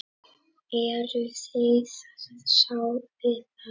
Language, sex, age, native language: Icelandic, male, 10, Icelandic